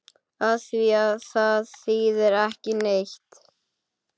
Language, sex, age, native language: Icelandic, male, 9, Icelandic